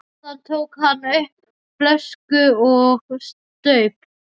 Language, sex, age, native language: Icelandic, male, 12, Icelandic